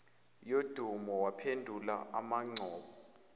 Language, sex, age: Zulu, male, 21